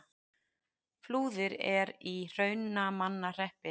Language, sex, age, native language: Icelandic, female, 40-49, Icelandic